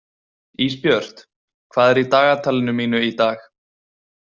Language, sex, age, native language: Icelandic, male, 20-29, Icelandic